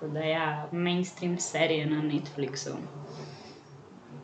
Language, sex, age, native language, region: Slovenian, female, 18-29, Slovenian, Central Slovenia